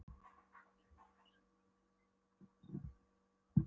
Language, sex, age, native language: Icelandic, female, 12, Polish